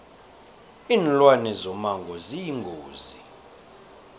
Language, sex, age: South Ndebele, male, 23